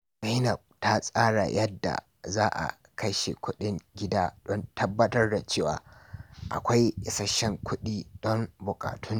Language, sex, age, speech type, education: Hausa, male, 46-60, read, tertiary